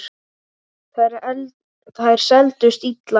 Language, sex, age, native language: Icelandic, male, 8, Icelandic